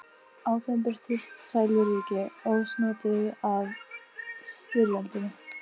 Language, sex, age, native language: Icelandic, female, 15, Icelandic